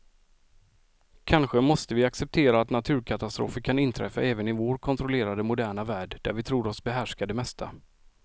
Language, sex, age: Swedish, male, 46